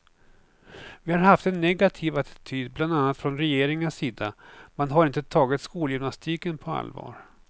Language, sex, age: Swedish, male, 49